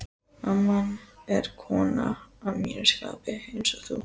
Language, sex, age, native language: Icelandic, female, 14, Icelandic